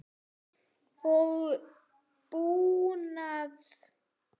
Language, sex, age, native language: Icelandic, female, 8, Icelandic